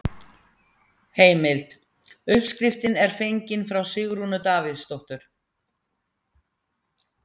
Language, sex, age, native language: Icelandic, female, 60-69, Icelandic